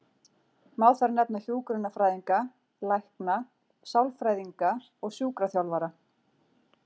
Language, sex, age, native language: Icelandic, female, 40-49, Icelandic